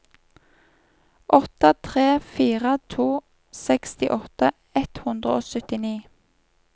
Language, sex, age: Norwegian, female, 31